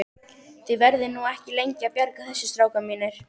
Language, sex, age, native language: Icelandic, female, 13, Icelandic